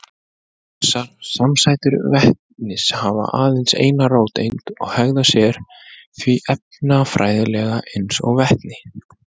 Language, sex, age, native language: Icelandic, male, 20-29, Icelandic